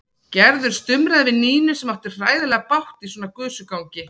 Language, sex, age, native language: Icelandic, female, 40-49, Icelandic